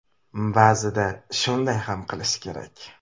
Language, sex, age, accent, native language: Uzbek, male, 18-24, Toshkent shahri, Uzbek